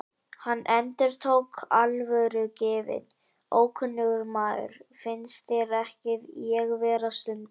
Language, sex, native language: Icelandic, male, Icelandic